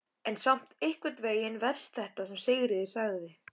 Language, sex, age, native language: Icelandic, male, 13, Icelandic